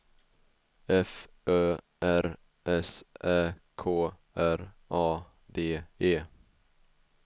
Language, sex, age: Swedish, male, 21